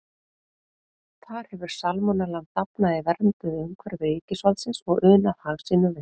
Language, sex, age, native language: Icelandic, female, 40-49, Icelandic